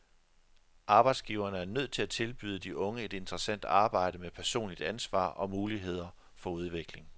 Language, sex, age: Danish, male, 42